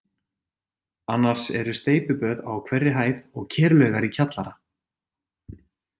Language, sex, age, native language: Icelandic, male, 40-49, Icelandic